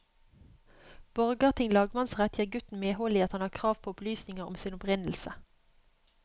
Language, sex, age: Norwegian, female, 31